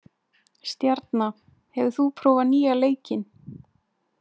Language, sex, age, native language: Icelandic, female, 20-29, Icelandic